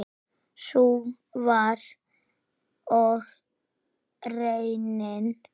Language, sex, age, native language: Icelandic, female, 6, Icelandic